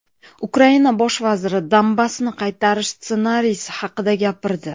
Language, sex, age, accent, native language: Uzbek, female, 30-39, Andijon, Uzbek